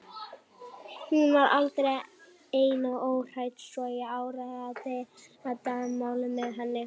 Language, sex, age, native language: Icelandic, female, 18-19, Icelandic